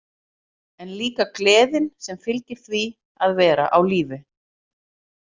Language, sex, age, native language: Icelandic, female, 40-49, Icelandic